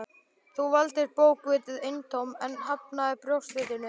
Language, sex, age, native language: Icelandic, male, 12, Icelandic